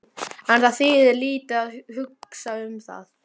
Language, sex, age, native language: Icelandic, male, 12, Icelandic